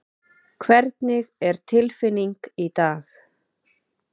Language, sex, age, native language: Icelandic, female, 30-39, Icelandic